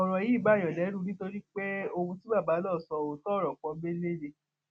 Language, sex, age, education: Yoruba, female, 15-29, tertiary